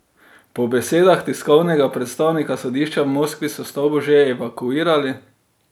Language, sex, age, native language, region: Slovenian, male, 30-49, Slovenian, Drava region